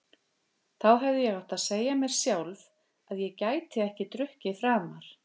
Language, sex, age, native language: Icelandic, female, 50-59, Icelandic